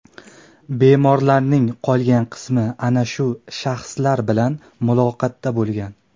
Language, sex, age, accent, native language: Uzbek, male, 19-29, Andijon, Uzbek